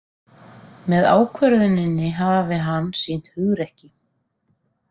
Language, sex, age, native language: Icelandic, female, 40-49, Icelandic